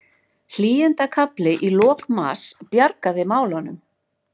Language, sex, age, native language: Icelandic, female, 40-49, Icelandic